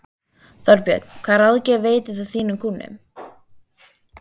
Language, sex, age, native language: Icelandic, female, 13, Icelandic